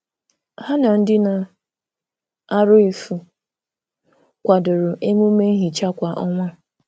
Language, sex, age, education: Igbo, female, 30-45, tertiary